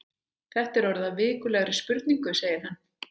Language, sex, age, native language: Icelandic, female, 30-39, Icelandic